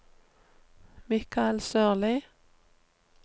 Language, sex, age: Norwegian, female, 39